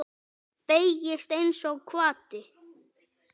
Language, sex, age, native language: Icelandic, male, 9, Icelandic